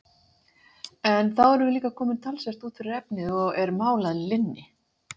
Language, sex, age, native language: Icelandic, female, 50-59, Icelandic